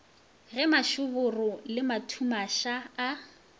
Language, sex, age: Northern Sotho, female, 24